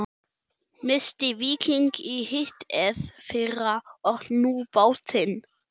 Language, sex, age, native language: Icelandic, male, 11, German